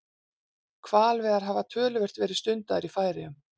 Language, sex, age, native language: Icelandic, female, 40-49, Icelandic